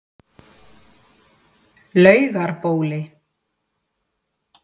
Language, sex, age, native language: Icelandic, female, 40-49, Icelandic